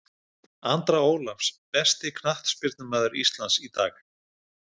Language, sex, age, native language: Icelandic, male, 50-59, Icelandic